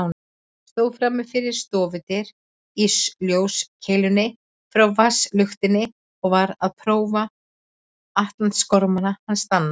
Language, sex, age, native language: Icelandic, female, 40-49, Icelandic